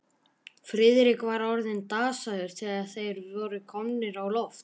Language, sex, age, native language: Icelandic, male, 11, Icelandic